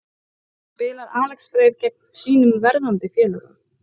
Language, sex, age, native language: Icelandic, female, 30-39, Icelandic